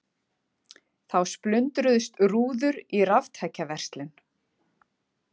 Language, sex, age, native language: Icelandic, female, 40-49, Icelandic